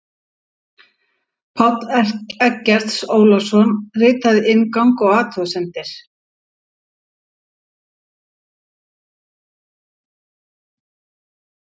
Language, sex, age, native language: Icelandic, female, 50-59, Icelandic